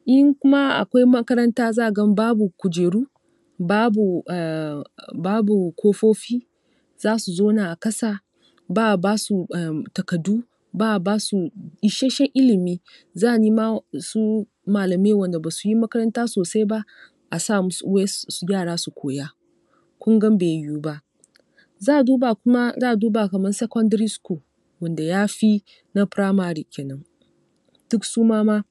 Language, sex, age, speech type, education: Hausa, female, 30-45, spontaneous, tertiary